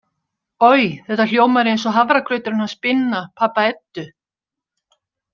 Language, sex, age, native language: Icelandic, female, 60-69, Icelandic